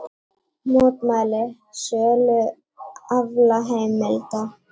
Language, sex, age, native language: Icelandic, female, 18-19, Icelandic